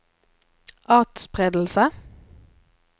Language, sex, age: Norwegian, female, 24